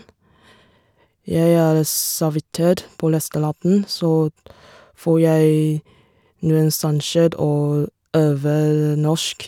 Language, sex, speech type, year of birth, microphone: Norwegian, female, spontaneous, 1987, Shure